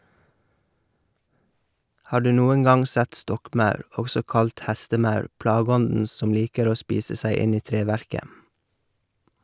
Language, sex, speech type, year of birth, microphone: Norwegian, male, read, 1978, Shure